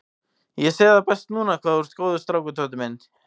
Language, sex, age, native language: Icelandic, male, 18-19, Icelandic